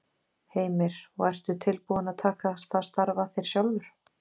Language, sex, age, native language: Icelandic, female, 20-29, Icelandic